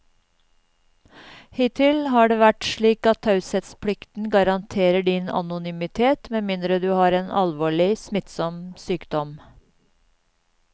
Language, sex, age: Norwegian, female, 52